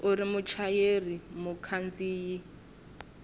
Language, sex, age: Tsonga, female, 21